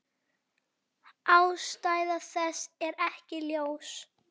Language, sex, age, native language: Icelandic, female, 9, Icelandic